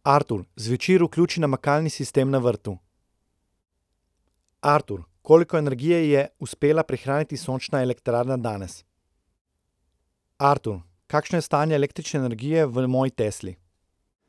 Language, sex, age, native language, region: Slovenian, male, 30-49, Slovenian, Central Slovenia